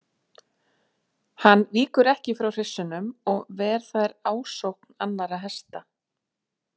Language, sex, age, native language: Icelandic, female, 40-49, Icelandic